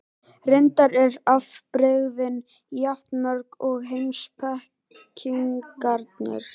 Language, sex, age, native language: Icelandic, male, 18-19, Icelandic